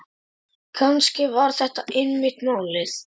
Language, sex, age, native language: Icelandic, male, 10, Icelandic